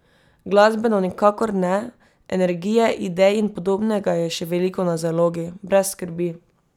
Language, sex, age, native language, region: Slovenian, female, 18-29, Slovenian, Drava region